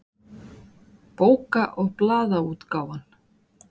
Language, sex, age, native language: Icelandic, female, 40-49, Icelandic